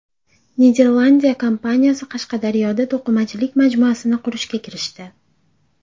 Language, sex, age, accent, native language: Uzbek, female, 18-24, Andijon, Uzbek